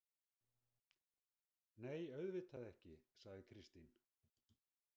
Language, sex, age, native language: Icelandic, male, 60-69, Icelandic